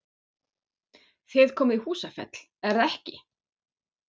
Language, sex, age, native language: Icelandic, female, 40-49, German